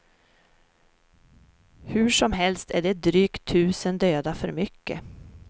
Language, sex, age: Swedish, female, 44